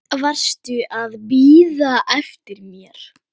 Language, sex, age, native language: Icelandic, female, 8, Icelandic